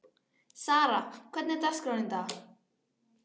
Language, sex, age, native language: Icelandic, female, 12, Icelandic